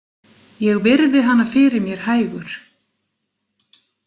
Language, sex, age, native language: Icelandic, female, 40-49, Icelandic